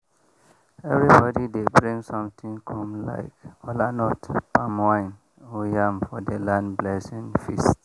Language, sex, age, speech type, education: Nigerian Pidgin, male, 30-45, spontaneous, tertiary